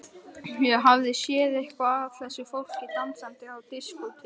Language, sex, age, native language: Icelandic, male, 11, Icelandic